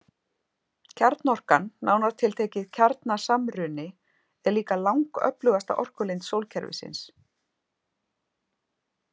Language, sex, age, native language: Icelandic, female, 50-59, Icelandic